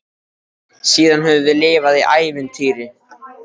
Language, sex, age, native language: Icelandic, male, 13, Icelandic